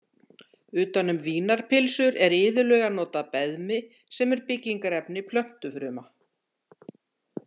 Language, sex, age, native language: Icelandic, female, 60-69, Icelandic